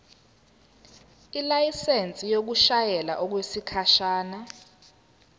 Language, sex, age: Zulu, female, 19